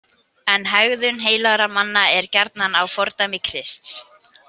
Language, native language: Icelandic, Icelandic